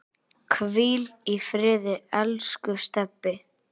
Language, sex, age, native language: Icelandic, male, 8, Icelandic